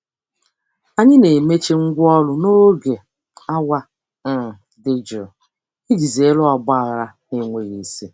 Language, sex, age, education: Igbo, female, 30-45, tertiary